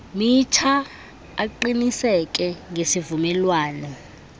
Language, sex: Xhosa, female